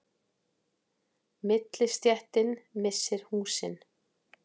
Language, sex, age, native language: Icelandic, female, 40-49, Icelandic